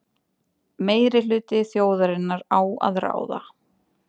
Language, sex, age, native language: Icelandic, female, 20-29, Icelandic